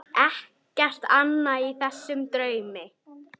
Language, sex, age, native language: Icelandic, male, 9, Icelandic